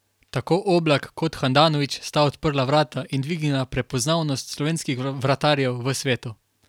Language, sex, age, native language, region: Slovenian, male, 18-29, Slovenian, Carinthia region